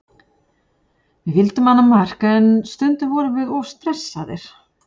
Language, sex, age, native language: Icelandic, female, 40-49, Icelandic